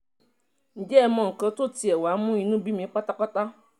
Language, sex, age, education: Yoruba, female, 30-45, tertiary